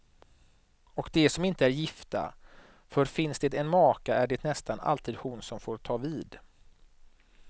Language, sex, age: Swedish, male, 39